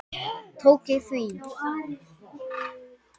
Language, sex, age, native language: Icelandic, male, 10, Icelandic